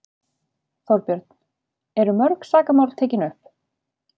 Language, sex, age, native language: Icelandic, female, 30-39, Icelandic